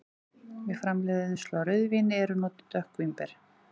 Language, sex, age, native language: Icelandic, female, 40-49, Icelandic